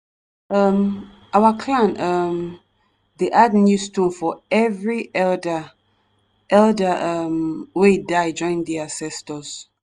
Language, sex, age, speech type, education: Nigerian Pidgin, female, 30-45, spontaneous, tertiary